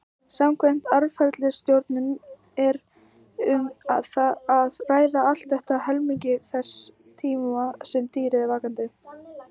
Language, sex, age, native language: Icelandic, female, 18-19, Icelandic